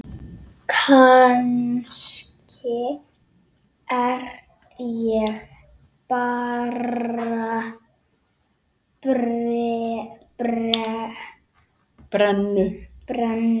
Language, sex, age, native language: Icelandic, male, 6, Icelandic